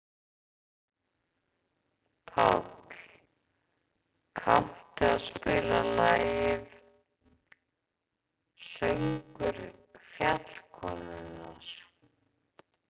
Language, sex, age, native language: Icelandic, female, 30-39, Icelandic